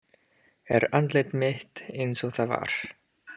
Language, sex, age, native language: Icelandic, male, 30-39, English